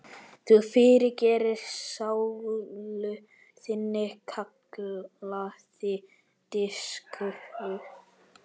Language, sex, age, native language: Icelandic, male, 12, Icelandic